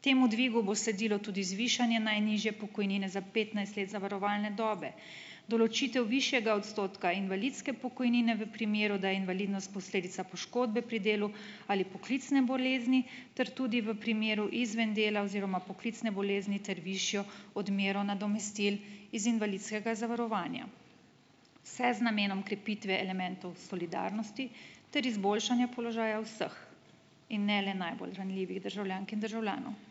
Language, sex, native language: Slovenian, female, Slovenian